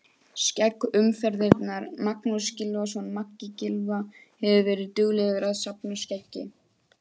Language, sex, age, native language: Icelandic, female, 18-19, Icelandic